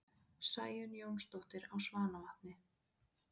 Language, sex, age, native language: Icelandic, female, 20-29, Icelandic